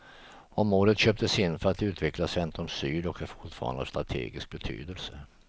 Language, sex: Swedish, male